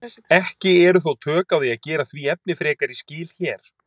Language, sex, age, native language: Icelandic, male, 30-39, Icelandic